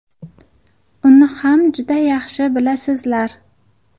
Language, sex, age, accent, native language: Uzbek, female, 19-29, Farg'ona, Uzbek